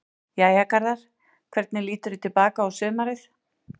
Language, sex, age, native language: Icelandic, female, 40-49, Icelandic